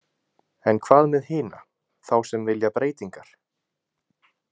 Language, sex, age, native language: Icelandic, male, 20-29, Icelandic